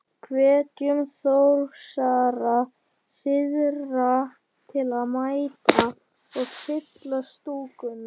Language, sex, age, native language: Icelandic, male, 11, Icelandic